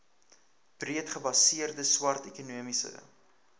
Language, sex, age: Afrikaans, male, 19